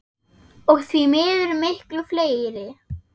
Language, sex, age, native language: Icelandic, female, 8, German